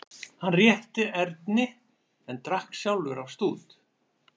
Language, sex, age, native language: Icelandic, male, 13, Icelandic